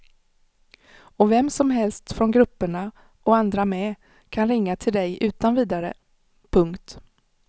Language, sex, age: Swedish, female, 35